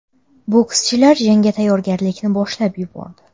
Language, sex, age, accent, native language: Uzbek, female, under 19, Toshkent shahri, Uzbek